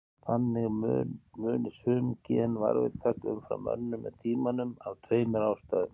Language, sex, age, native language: Icelandic, male, 50-59, Icelandic